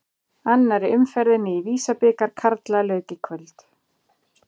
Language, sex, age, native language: Icelandic, female, 40-49, Icelandic